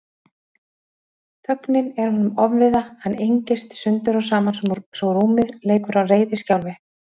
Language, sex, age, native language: Icelandic, female, 40-49, Icelandic